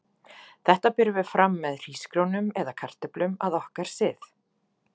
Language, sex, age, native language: Icelandic, female, 40-49, Icelandic